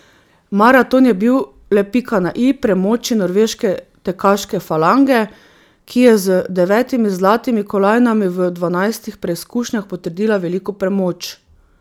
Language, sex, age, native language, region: Slovenian, female, 30-49, Slovenian, Drava region